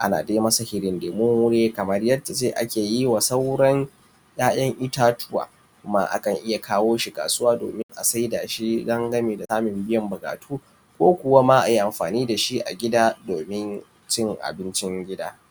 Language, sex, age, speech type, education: Hausa, male, 15-29, spontaneous, tertiary